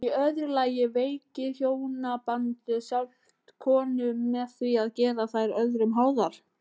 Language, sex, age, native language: Icelandic, female, 18-19, Icelandic